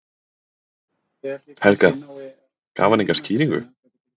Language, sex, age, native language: Icelandic, male, 20-29, Icelandic